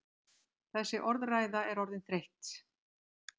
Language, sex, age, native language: Icelandic, female, 60-69, Icelandic